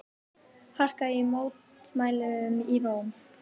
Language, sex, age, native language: Icelandic, female, 18-19, Icelandic